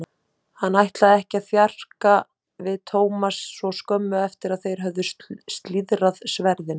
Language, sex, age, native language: Icelandic, female, 30-39, Icelandic